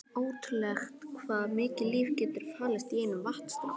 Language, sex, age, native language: Icelandic, female, 12, Icelandic